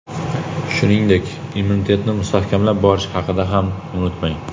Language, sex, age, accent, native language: Uzbek, male, 18-24, Jizzax, Uzbek